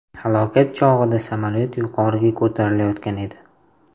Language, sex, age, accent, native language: Uzbek, male, 18-24, Toshkent shahri, Uzbek